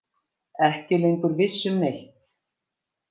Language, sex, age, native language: Icelandic, female, 50-59, Icelandic